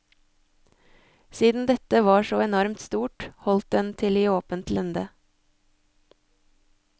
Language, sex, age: Norwegian, female, 24